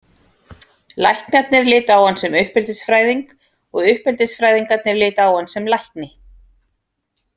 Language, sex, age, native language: Icelandic, female, 40-49, Icelandic